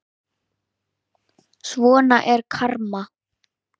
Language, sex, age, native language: Icelandic, female, 9, Icelandic